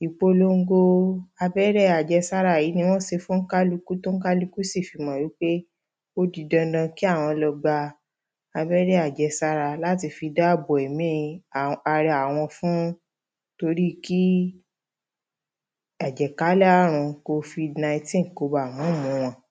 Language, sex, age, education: Yoruba, female, 30-45, primary